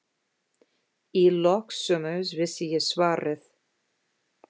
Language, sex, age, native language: Icelandic, female, 50-59, English